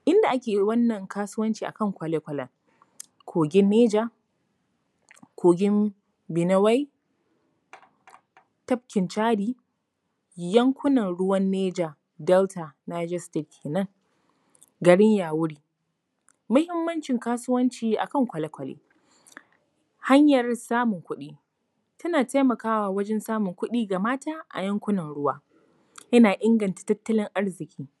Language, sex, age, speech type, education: Hausa, female, 15-29, spontaneous, tertiary